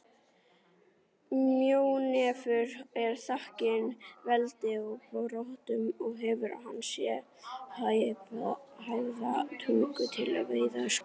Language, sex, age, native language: Icelandic, female, 40-49, Icelandic